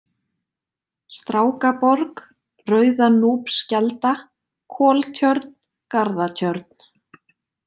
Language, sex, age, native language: Icelandic, female, 20-29, Icelandic